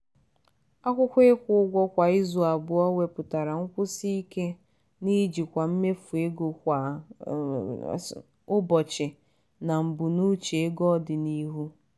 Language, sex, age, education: Igbo, female, 15-29, tertiary